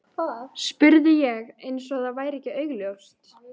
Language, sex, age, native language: Icelandic, female, 13, Icelandic